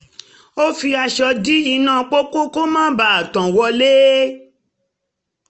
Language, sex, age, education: Yoruba, female, 30-45, tertiary